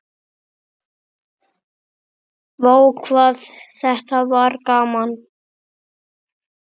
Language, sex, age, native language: Icelandic, male, 6, Icelandic